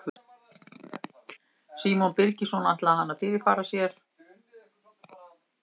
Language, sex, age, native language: Icelandic, female, 60-69, Icelandic